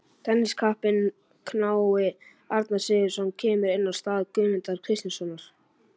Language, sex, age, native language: Icelandic, male, 40-49, Icelandic